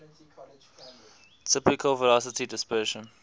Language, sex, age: English, male, 18